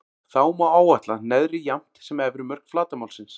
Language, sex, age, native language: Icelandic, male, 40-49, Icelandic